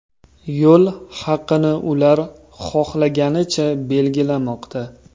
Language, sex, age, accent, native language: Uzbek, male, 25-34, Toshkent viloyati, Uzbek